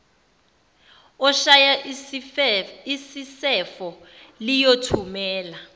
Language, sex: Zulu, female